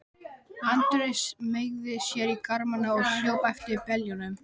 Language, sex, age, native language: Icelandic, male, 12, Icelandic